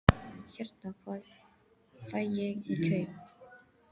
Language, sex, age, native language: Icelandic, female, 13, English